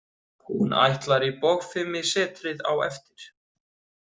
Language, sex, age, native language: Icelandic, male, 30-39, Icelandic